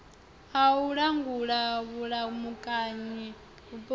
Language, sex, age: Venda, female, 28